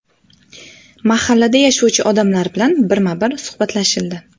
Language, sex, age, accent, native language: Uzbek, female, 19-29, Farg'ona, Uzbek